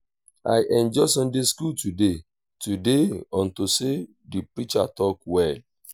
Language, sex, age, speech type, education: Nigerian Pidgin, male, 30-45, spontaneous, tertiary